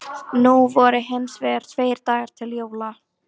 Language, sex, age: Icelandic, female, 18-19